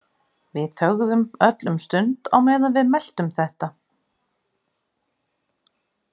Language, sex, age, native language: Icelandic, female, 40-49, Icelandic